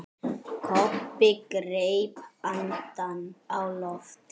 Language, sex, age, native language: Icelandic, male, 10, Icelandic